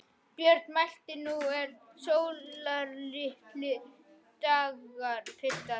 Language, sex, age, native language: Icelandic, other, 12, Icelandic